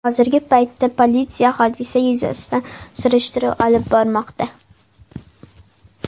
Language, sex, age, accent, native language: Uzbek, female, under 19, Toshkent shahri, Uzbek